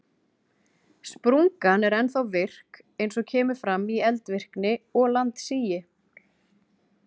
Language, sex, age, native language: Icelandic, female, 40-49, Icelandic